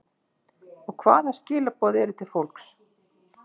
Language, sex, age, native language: Icelandic, female, 50-59, Icelandic